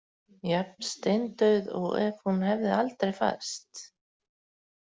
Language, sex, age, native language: Icelandic, female, 40-49, Icelandic